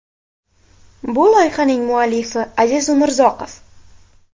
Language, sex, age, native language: Uzbek, female, 18-24, Uzbek